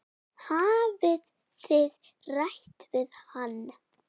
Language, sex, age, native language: Icelandic, female, 8, Icelandic